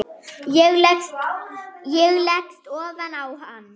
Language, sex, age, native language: Icelandic, female, 7, German